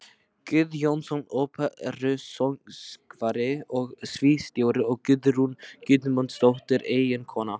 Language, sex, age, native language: Icelandic, male, 12, Icelandic